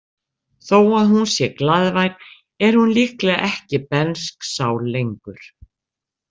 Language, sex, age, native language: Icelandic, female, 60-69, Icelandic